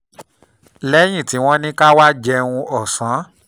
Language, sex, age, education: Yoruba, male, 30-45, tertiary